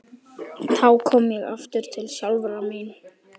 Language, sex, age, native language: Icelandic, male, 12, Icelandic